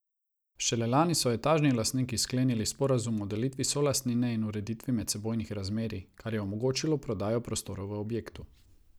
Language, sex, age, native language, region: Slovenian, male, 30-49, Croatian, Savinja region